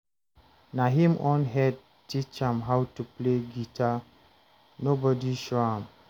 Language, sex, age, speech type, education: Nigerian Pidgin, male, 30-45, read, tertiary